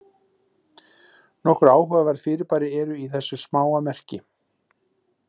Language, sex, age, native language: Icelandic, male, 40-49, Icelandic